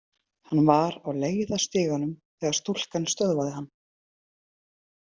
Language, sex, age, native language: Icelandic, female, 30-39, Icelandic